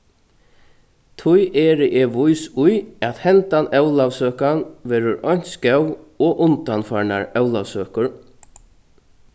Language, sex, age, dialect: Faroese, male, 36-60, Norðurstreymoy/Eysturoy